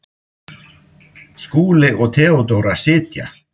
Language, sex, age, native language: Icelandic, male, 50-59, Icelandic